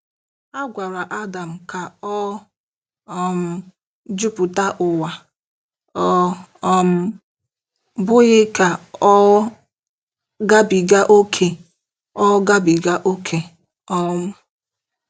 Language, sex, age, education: Igbo, female, 15-29, tertiary